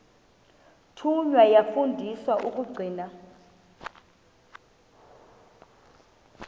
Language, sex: Xhosa, female